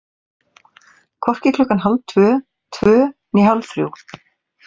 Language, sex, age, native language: Icelandic, female, 40-49, Icelandic